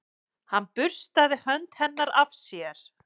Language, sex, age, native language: Icelandic, male, 11, Icelandic